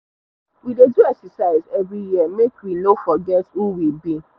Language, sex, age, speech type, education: Nigerian Pidgin, female, 30-45, spontaneous, tertiary